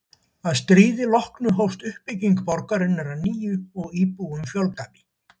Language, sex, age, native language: Icelandic, male, 70-79, Icelandic